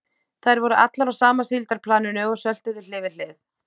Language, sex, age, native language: Icelandic, female, 18-19, Icelandic